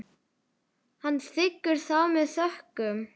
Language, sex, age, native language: Icelandic, male, 9, Icelandic